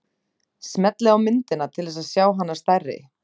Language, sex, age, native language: Icelandic, female, 30-39, Icelandic